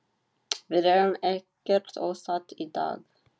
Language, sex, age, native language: Icelandic, female, 30-39, Icelandic